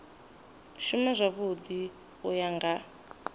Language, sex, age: Venda, female, 26